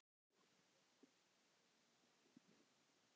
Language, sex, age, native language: Icelandic, male, 10, Icelandic